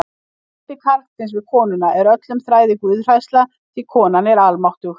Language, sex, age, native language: Icelandic, female, 50-59, Icelandic